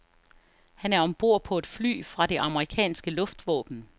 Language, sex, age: Danish, female, 49